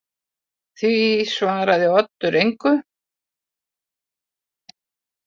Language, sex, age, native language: Icelandic, female, 80-89, Icelandic